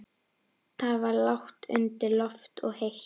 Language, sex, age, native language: Icelandic, female, 11, Icelandic